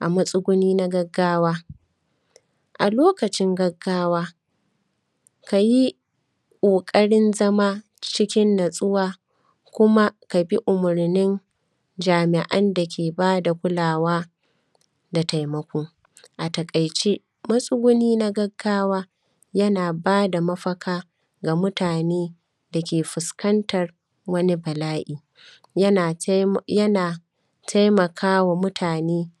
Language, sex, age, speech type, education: Hausa, female, 30-45, spontaneous, primary